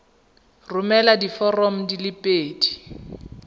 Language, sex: Tswana, female